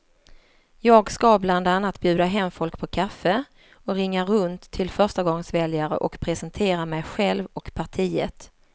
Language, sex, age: Swedish, female, 47